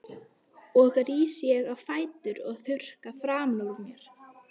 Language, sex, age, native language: Icelandic, female, 12, Icelandic